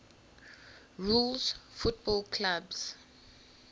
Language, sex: English, female